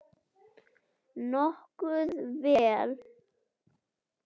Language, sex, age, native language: Icelandic, male, 9, Icelandic